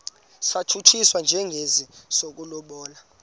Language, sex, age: Xhosa, male, 26